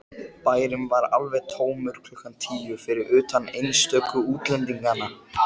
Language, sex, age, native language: Icelandic, male, 13, Icelandic